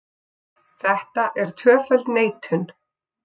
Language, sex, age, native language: Icelandic, female, 6, Icelandic